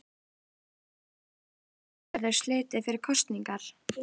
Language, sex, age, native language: Icelandic, female, 12, Icelandic